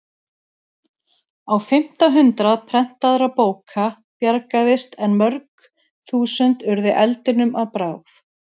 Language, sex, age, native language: Icelandic, female, 30-39, Icelandic